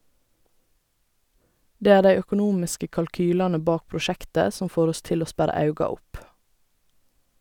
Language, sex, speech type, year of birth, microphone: Norwegian, female, read, 1985, Sennheiser